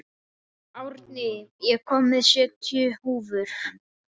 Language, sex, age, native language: Icelandic, male, 14, Icelandic